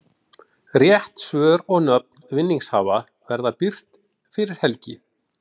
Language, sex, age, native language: Icelandic, male, 40-49, Icelandic